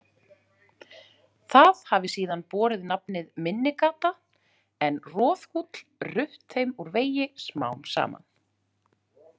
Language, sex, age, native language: Icelandic, female, 40-49, Icelandic